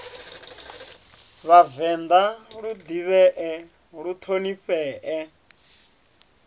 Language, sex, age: Venda, male, 30